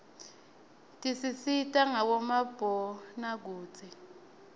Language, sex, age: Swati, female, 20